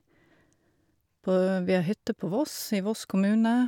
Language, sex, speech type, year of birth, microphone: Norwegian, female, spontaneous, 1972, Shure